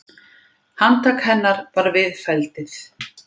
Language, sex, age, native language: Icelandic, female, 50-59, Icelandic